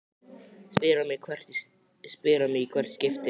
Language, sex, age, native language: Icelandic, male, 12, Icelandic